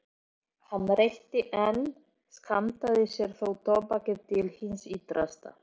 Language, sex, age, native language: Icelandic, female, 40-49, Polish